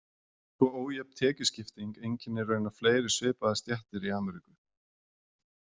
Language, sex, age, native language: Icelandic, male, 40-49, Icelandic